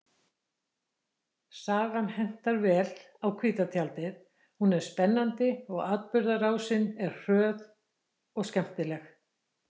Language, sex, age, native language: Icelandic, female, 60-69, Icelandic